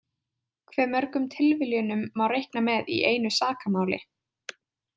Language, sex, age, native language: Icelandic, female, 20-29, Icelandic